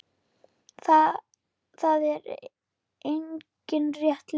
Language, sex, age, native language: Icelandic, female, 10, Icelandic